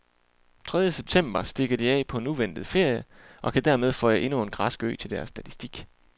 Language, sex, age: Danish, male, 28